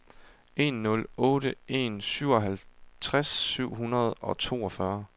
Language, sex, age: Danish, male, 22